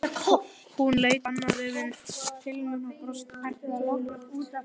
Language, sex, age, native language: Icelandic, male, 11, Icelandic